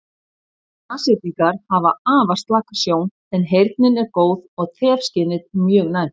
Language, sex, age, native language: Icelandic, female, 50-59, Icelandic